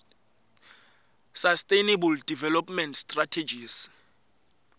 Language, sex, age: Swati, male, 18